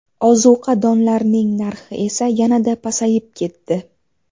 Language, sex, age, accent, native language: Uzbek, female, 19-29, Navoiy, Uzbek